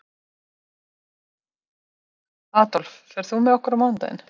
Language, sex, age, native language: Icelandic, female, 30-39, Icelandic